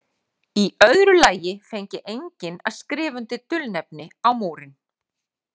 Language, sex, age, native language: Icelandic, female, 40-49, Icelandic